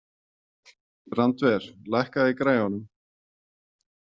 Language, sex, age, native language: Icelandic, male, 40-49, Icelandic